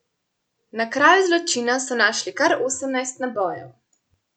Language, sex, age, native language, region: Slovenian, female, 18-29, Slovenian, Central Slovenia